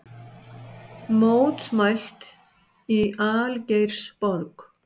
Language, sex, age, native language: Icelandic, male, 60-69, Icelandic